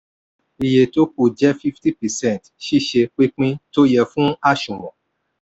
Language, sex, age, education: Yoruba, male, 46-60, tertiary